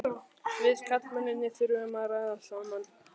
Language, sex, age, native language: Icelandic, male, 11, Icelandic